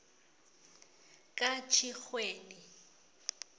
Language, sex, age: South Ndebele, female, 25